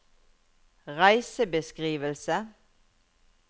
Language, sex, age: Norwegian, female, 51